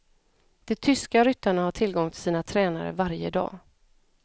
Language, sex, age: Swedish, female, 34